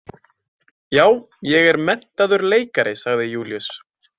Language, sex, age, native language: Icelandic, male, 20-29, Icelandic